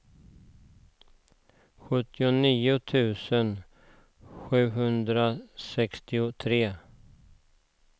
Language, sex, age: Swedish, male, 49